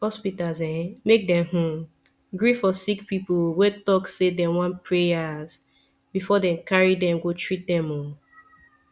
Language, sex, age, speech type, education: Nigerian Pidgin, female, 15-29, spontaneous, tertiary